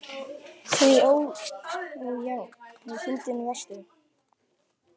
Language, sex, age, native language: Icelandic, male, 10, Icelandic